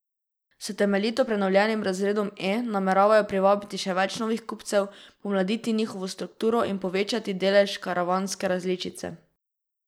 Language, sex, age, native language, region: Slovenian, female, 12-17, Slovenian, Drava region